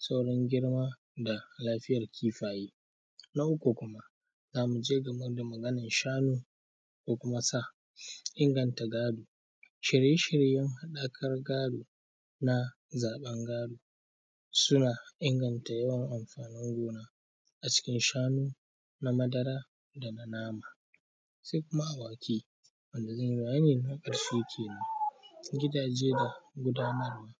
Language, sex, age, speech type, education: Hausa, male, 15-29, spontaneous, primary